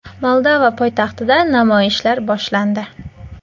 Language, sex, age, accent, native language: Uzbek, female, 19-29, Qashqadaryo, Uzbek